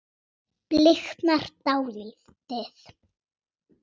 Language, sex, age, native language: Icelandic, female, 6, Icelandic